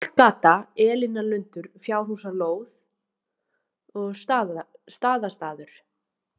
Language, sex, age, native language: Icelandic, female, 20-29, Icelandic